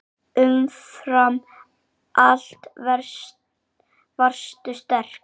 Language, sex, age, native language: Icelandic, male, 8, Icelandic